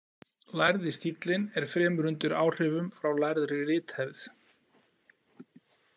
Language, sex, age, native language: Icelandic, male, 40-49, Icelandic